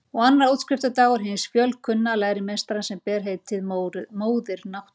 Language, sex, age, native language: Icelandic, female, 40-49, Icelandic